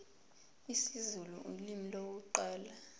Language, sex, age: Zulu, female, 22